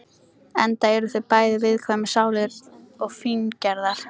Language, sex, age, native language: Icelandic, female, 13, Icelandic